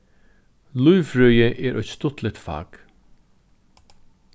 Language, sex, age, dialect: Faroese, male, 36-60, Norðurstreymoy/Eysturoy